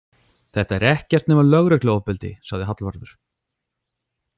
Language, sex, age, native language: Icelandic, male, 40-49, Icelandic